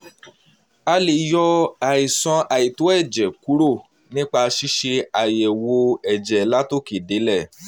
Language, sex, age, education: Yoruba, male, 15-29, tertiary